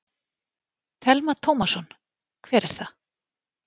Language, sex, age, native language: Icelandic, female, 40-49, Icelandic